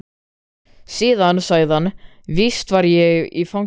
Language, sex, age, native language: Icelandic, male, 13, Icelandic